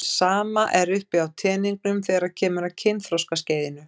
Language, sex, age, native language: Icelandic, female, 50-59, Icelandic